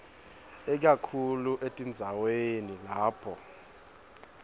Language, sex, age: Swati, male, 22